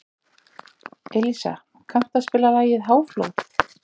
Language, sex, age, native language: Icelandic, female, 40-49, Icelandic